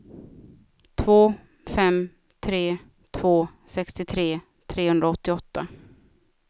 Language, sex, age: Swedish, female, 36